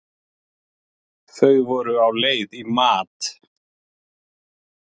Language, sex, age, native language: Icelandic, male, 40-49, Icelandic